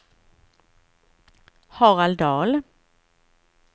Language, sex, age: Swedish, female, 41